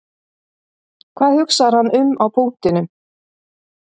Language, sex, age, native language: Icelandic, female, 50-59, Icelandic